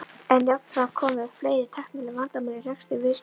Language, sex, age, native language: Icelandic, female, 11, Icelandic